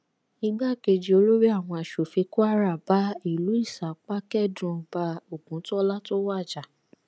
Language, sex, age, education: Yoruba, female, 15-29, tertiary